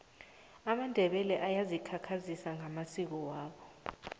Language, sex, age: South Ndebele, female, 23